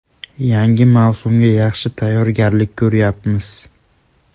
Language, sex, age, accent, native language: Uzbek, male, 18-24, Andijon, Uzbek